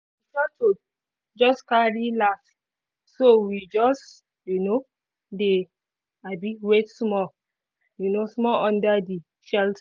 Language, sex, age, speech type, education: Nigerian Pidgin, female, 15-29, spontaneous, tertiary